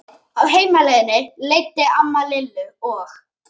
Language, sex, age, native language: Icelandic, male, 11, Icelandic